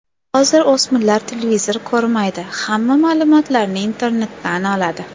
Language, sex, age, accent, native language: Uzbek, female, under 19, Toshkent shahri, Uzbek